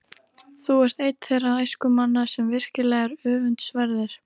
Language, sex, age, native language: Icelandic, female, 13, Icelandic